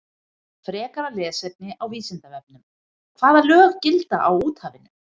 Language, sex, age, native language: Icelandic, female, 50-59, Icelandic